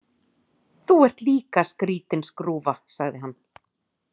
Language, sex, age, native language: Icelandic, female, 40-49, Icelandic